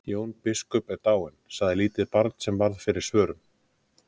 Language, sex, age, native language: Icelandic, male, 30-39, Icelandic